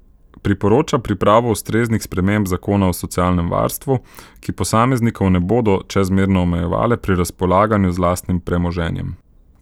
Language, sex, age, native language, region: Slovenian, male, 18-29, Slovenian, Central Slovenia